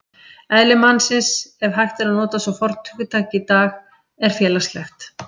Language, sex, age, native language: Icelandic, female, 50-59, Icelandic